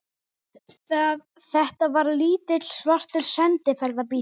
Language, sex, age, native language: Icelandic, female, 18-19, Icelandic